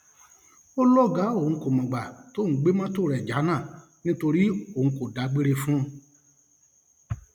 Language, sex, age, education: Yoruba, male, 46-60, tertiary